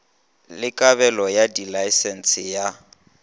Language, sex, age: Northern Sotho, male, 21